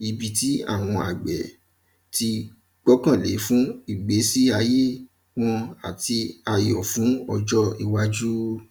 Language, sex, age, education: Yoruba, male, 15-29, primary